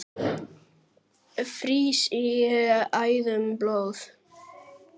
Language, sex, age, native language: Icelandic, male, 9, Icelandic